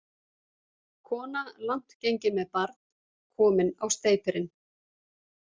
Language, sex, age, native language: Icelandic, female, 40-49, Icelandic